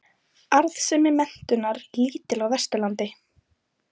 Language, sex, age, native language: Icelandic, female, 20-29, Icelandic